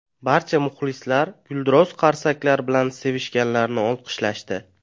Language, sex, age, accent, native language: Uzbek, male, 18-24, Navoiy, Uzbek